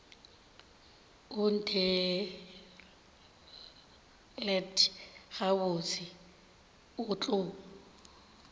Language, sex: Northern Sotho, female